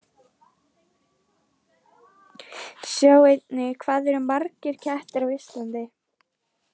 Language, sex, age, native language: Icelandic, female, 20-29, Icelandic